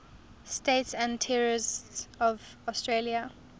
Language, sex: English, female